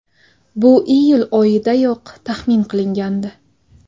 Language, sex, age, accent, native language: Uzbek, female, 19-29, Sirdaryo, Uzbek